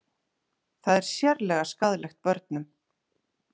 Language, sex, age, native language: Icelandic, female, 40-49, Icelandic